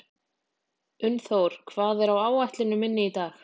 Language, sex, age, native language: Icelandic, female, 20-29, Icelandic